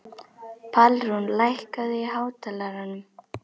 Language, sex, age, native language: Icelandic, other, 11, Icelandic